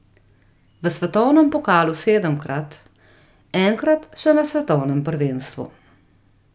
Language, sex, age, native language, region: Slovenian, female, 30-49, Slovenian, Gorica region